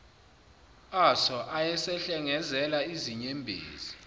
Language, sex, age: Zulu, male, 29